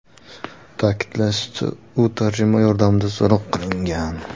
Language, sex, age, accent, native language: Uzbek, male, 18-24, Surxondaryo, Uzbek